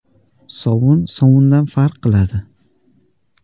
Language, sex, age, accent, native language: Uzbek, male, 18-24, Andijon, Uzbek